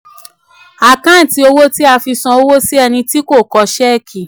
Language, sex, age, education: Yoruba, female, 15-29, tertiary